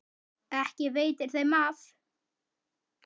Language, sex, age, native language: Icelandic, male, 10, Icelandic